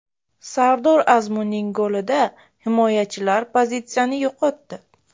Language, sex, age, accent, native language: Uzbek, female, 25-34, Buxoro, Uzbek